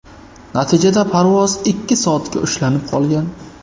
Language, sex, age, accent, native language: Uzbek, male, 25-34, Qashqadaryo, Uzbek